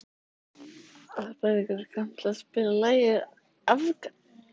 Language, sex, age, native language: Icelandic, female, 14, Icelandic